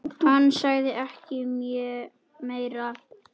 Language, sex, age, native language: Icelandic, male, 10, Icelandic